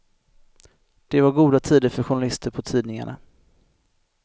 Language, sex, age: Swedish, male, 25